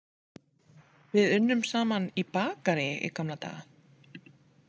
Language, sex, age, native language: Icelandic, female, 30-39, Icelandic